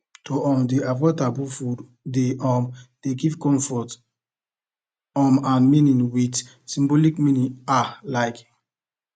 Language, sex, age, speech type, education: Nigerian Pidgin, male, 15-29, spontaneous, tertiary